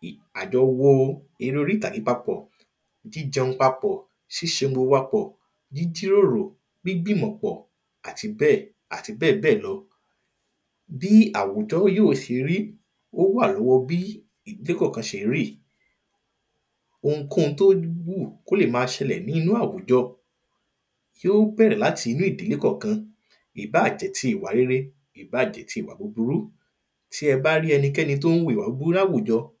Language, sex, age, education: Yoruba, male, 30-45, primary